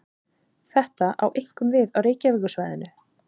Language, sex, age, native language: Icelandic, female, 30-39, Icelandic